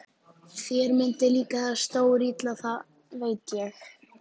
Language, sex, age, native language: Icelandic, female, 14, Icelandic